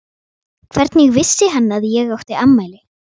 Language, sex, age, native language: Icelandic, female, 12, Icelandic